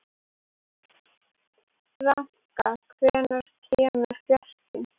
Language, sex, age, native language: Icelandic, female, 18-19, Icelandic